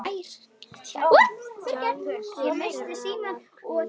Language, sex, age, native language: Icelandic, female, 10, Icelandic